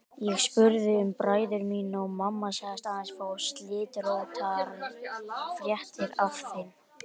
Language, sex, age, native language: Icelandic, male, 18-19, Icelandic